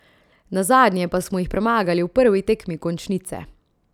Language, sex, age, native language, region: Slovenian, female, 30-49, Slovenian, Central Slovenia